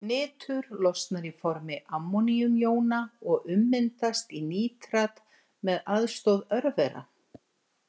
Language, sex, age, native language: Icelandic, female, 60-69, Icelandic